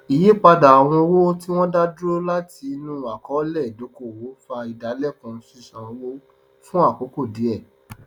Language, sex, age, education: Yoruba, male, 30-45, tertiary